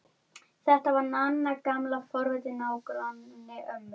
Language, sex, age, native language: Icelandic, female, 10, Icelandic